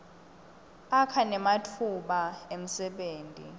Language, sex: Swati, female